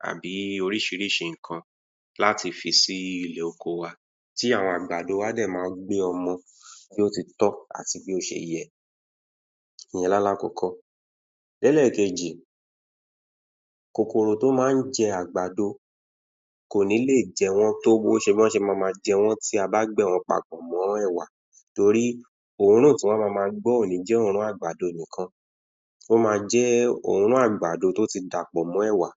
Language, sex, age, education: Yoruba, male, 15-29, tertiary